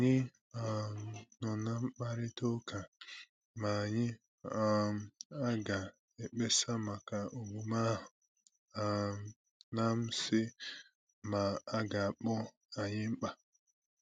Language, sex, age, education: Igbo, male, 15-29, tertiary